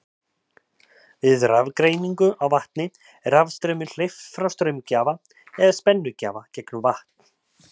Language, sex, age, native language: Icelandic, male, 30-39, Icelandic